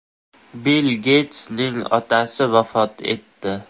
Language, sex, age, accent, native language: Uzbek, male, 18-24, Andijon, Uzbek